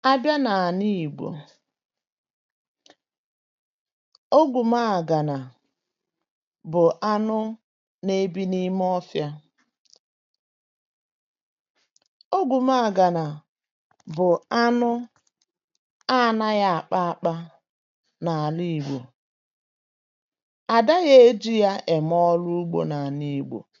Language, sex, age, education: Igbo, female, 46-60, tertiary